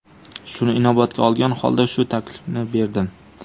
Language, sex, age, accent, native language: Uzbek, male, 18-24, Jizzax, Uzbek